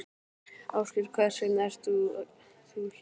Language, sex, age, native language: Icelandic, male, 12, Icelandic